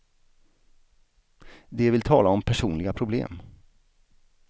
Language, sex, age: Swedish, male, 49